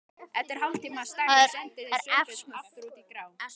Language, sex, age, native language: Icelandic, male, 12, Icelandic